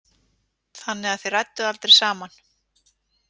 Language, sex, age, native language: Icelandic, female, 40-49, Icelandic